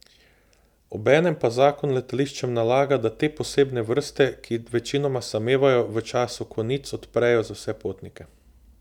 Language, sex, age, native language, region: Slovenian, male, 18-29, Slovenian, Southeast Slovenia